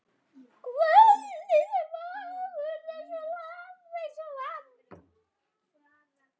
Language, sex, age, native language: Icelandic, male, 8, Icelandic